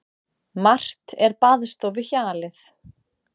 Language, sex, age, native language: Icelandic, female, 30-39, Icelandic